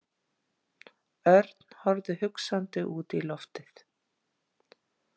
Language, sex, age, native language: Icelandic, female, 40-49, Icelandic